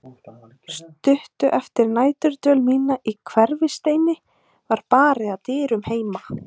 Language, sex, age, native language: Icelandic, female, 20-29, Icelandic